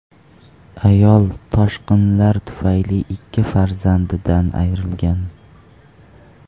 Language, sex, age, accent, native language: Uzbek, male, 18-24, Farg'ona, Uzbek